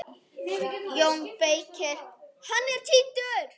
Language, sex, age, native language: Icelandic, female, 10, Icelandic